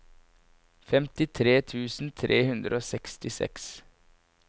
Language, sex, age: Norwegian, male, 24